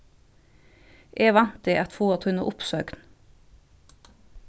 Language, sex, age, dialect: Faroese, female, 36-60, Vágar